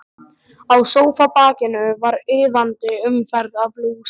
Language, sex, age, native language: Icelandic, male, 12, Icelandic